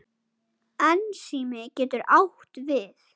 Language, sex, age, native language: Icelandic, male, 9, Icelandic